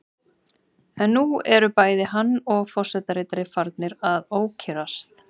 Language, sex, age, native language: Icelandic, male, 30-39, Icelandic